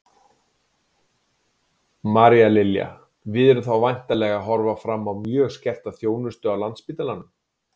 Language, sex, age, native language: Icelandic, male, 40-49, Icelandic